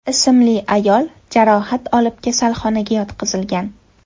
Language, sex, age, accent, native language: Uzbek, female, 18-24, Andijon, Uzbek